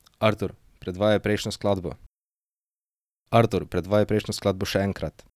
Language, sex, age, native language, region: Slovenian, male, 18-29, Slovenian, Drava region